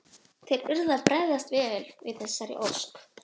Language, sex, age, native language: Icelandic, female, 11, Icelandic